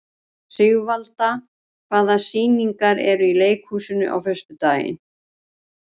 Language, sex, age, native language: Icelandic, female, 60-69, Icelandic